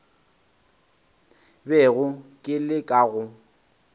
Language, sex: Northern Sotho, male